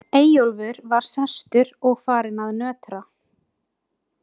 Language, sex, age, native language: Icelandic, female, 20-29, Icelandic